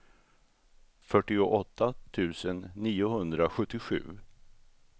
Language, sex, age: Swedish, male, 64